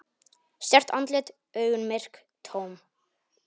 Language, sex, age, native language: Icelandic, male, 10, Polish